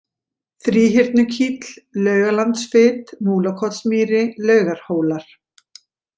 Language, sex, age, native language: Icelandic, female, 40-49, Icelandic